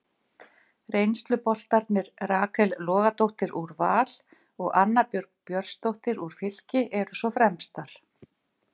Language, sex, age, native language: Icelandic, female, 50-59, Icelandic